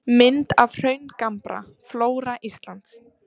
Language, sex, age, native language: Icelandic, female, 30-39, Icelandic